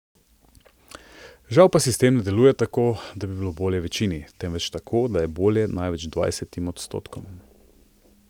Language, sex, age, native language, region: Slovenian, male, 30-49, Slovenian, Central Slovenia